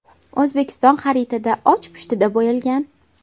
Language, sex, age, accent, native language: Uzbek, female, 18-24, Toshkent viloyati, Uzbek